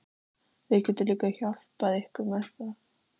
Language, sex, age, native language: Icelandic, female, 13, Icelandic